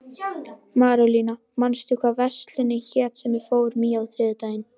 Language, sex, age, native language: Icelandic, female, 11, Icelandic